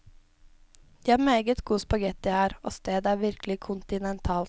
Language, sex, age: Norwegian, female, 17